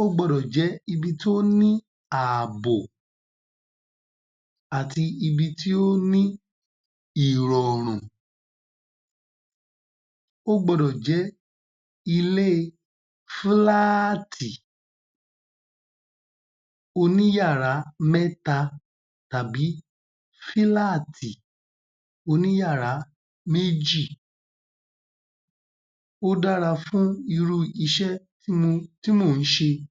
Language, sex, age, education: Yoruba, male, 15-29, tertiary